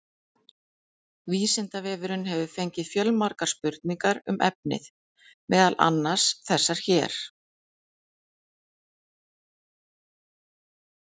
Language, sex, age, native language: Icelandic, female, 40-49, Icelandic